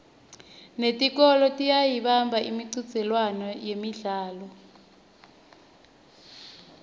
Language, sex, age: Swati, female, 21